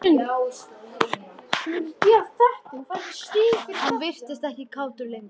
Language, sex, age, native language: Icelandic, male, 10, Icelandic